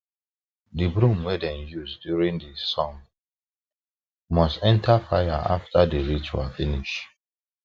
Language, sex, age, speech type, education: Nigerian Pidgin, male, 15-29, spontaneous, tertiary